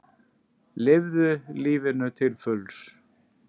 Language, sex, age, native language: Icelandic, male, 10, Icelandic